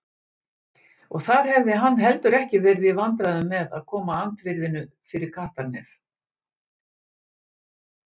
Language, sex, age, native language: Icelandic, female, 60-69, Icelandic